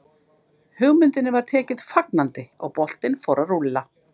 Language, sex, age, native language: Icelandic, female, 50-59, Icelandic